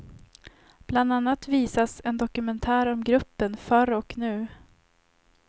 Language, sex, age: Swedish, female, 25